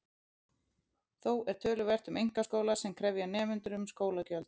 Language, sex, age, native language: Icelandic, female, 30-39, Icelandic